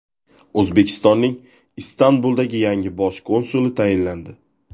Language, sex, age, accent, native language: Uzbek, male, 18-24, Toshkent viloyati, Uzbek